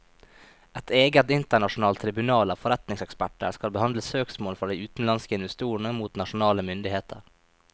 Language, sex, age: Norwegian, male, 23